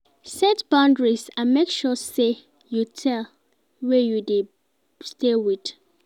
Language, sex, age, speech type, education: Nigerian Pidgin, female, 15-29, read, secondary